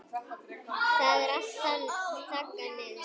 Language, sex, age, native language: Icelandic, female, 10, Icelandic